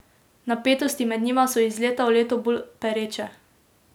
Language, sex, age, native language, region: Slovenian, female, 18-29, Slovenian, Drava region